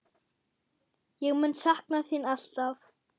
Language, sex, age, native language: Icelandic, female, 8, German